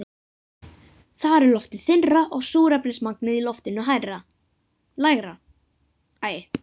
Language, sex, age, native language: Icelandic, female, 50-59, Icelandic